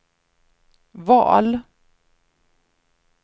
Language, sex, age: Swedish, female, 53